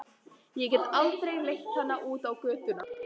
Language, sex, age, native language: Icelandic, female, 14, Icelandic